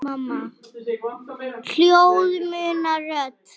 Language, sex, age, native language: Icelandic, female, 7, Icelandic